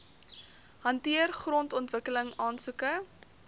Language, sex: Afrikaans, female